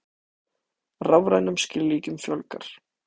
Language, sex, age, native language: Icelandic, male, 18-19, Icelandic